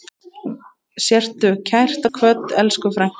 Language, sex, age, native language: Icelandic, female, 8, Icelandic